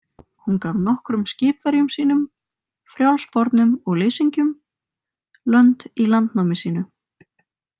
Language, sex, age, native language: Icelandic, female, 20-29, Icelandic